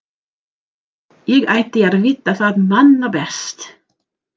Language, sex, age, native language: Icelandic, female, 40-49, English